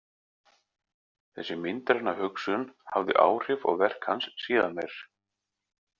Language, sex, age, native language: Icelandic, male, 40-49, Icelandic